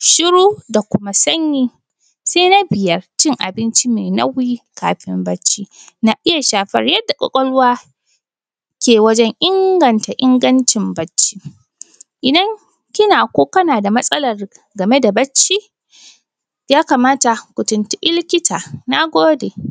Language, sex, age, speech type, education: Hausa, female, 15-29, spontaneous, primary